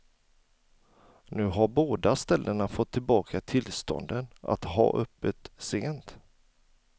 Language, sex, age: Swedish, male, 40